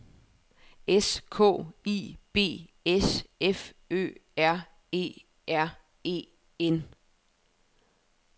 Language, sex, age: Danish, female, 31